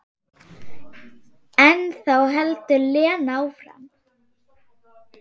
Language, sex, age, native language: Icelandic, female, 8, Swedish